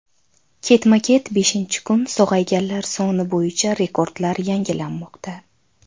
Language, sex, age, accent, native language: Uzbek, female, 19-29, Qashqadaryo, Uzbek